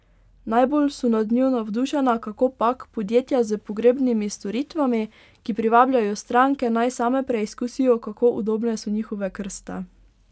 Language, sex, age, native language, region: Slovenian, female, 18-29, Slovenian, Pomurje region